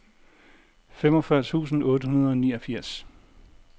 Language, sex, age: Danish, male, 40